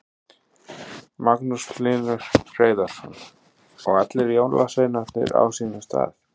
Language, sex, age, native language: Icelandic, male, 30-39, Icelandic